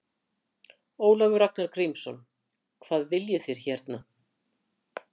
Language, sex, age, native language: Icelandic, female, 60-69, Icelandic